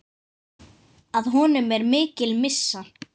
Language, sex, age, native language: Icelandic, other, 10, Icelandic